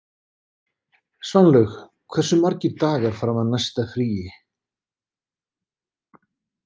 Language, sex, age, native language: Icelandic, male, 50-59, Icelandic